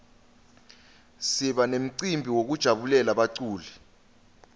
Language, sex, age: Swati, male, 20